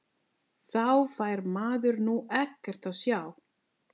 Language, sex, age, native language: Icelandic, female, 40-49, Italian